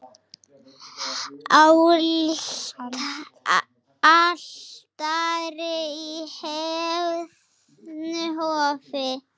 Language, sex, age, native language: Icelandic, female, 6, Icelandic